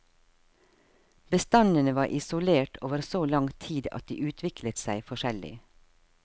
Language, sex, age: Norwegian, female, 52